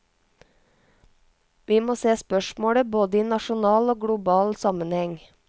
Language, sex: Norwegian, female